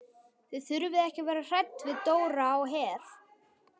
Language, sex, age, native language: Icelandic, male, 12, Icelandic